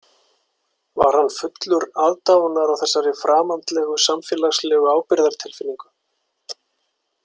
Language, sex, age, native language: Icelandic, male, 40-49, Icelandic